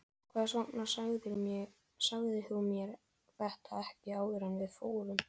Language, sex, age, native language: Icelandic, male, 11, Icelandic